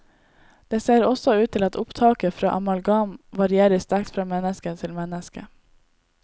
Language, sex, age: Norwegian, female, 18